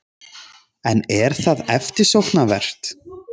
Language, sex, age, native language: Icelandic, male, 30-39, Icelandic